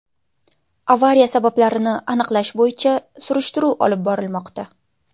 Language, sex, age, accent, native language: Uzbek, female, 19-29, Jizzax, Uzbek